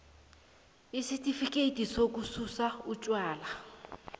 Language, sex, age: South Ndebele, female, 23